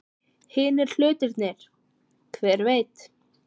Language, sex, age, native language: Icelandic, female, 14, Icelandic